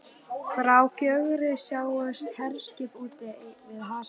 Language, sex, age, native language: Icelandic, female, 13, Icelandic